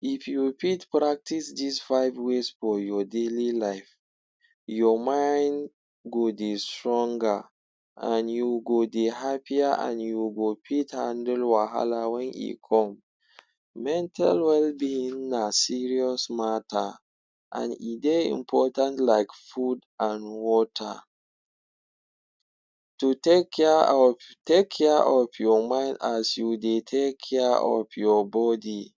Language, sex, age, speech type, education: Nigerian Pidgin, male, 46-60, spontaneous, tertiary